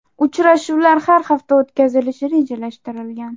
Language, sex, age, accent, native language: Uzbek, female, 18-24, Toshkent shahri, Uzbek